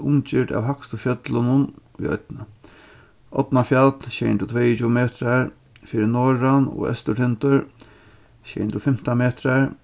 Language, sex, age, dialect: Faroese, male, 36-60, Norðurstreymoy/Eysturoy